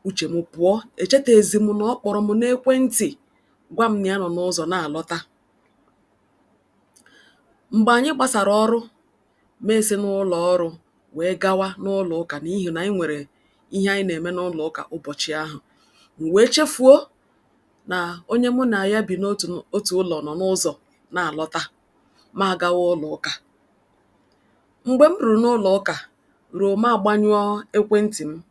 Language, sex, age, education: Igbo, female, 46-60, tertiary